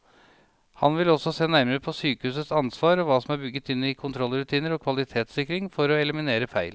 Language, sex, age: Norwegian, male, 37